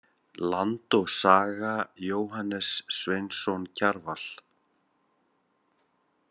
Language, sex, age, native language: Icelandic, male, 50-59, Icelandic